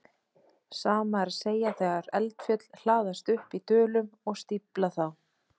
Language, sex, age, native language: Icelandic, female, 30-39, Icelandic